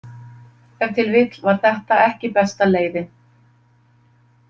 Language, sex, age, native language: Icelandic, female, 50-59, Icelandic